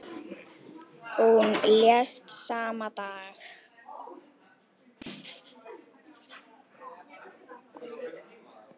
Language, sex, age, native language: Icelandic, female, 18-19, Icelandic